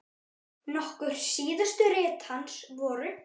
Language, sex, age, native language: Icelandic, male, 9, Icelandic